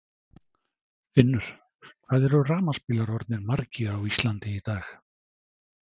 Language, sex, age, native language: Icelandic, male, 60-69, Icelandic